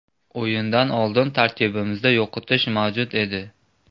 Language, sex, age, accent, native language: Uzbek, male, 18-24, Namangan, Uzbek